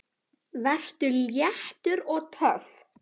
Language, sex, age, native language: Icelandic, female, 10, Icelandic